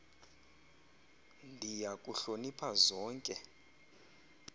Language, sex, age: Xhosa, male, 20